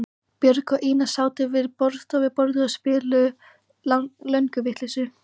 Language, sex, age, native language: Icelandic, female, 14, Icelandic